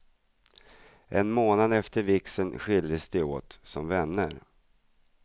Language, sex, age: Swedish, male, 42